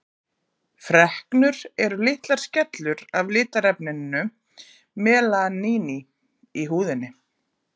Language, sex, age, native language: Icelandic, female, 40-49, Icelandic